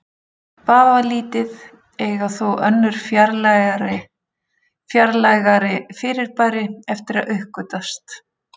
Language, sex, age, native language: Icelandic, female, 40-49, Icelandic